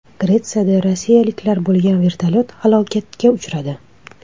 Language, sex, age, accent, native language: Uzbek, female, 25-34, Toshkent shahri, Uzbek